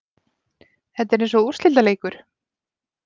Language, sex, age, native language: Icelandic, female, 30-39, Icelandic